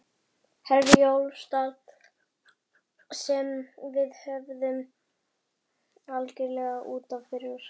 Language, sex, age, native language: Icelandic, female, 11, Icelandic